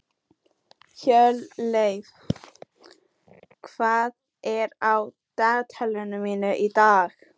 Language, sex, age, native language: Icelandic, female, 14, Icelandic